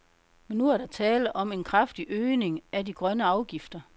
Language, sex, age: Danish, female, 52